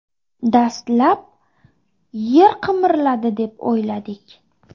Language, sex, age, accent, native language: Uzbek, female, 25-34, Toshkent shahri, Uzbek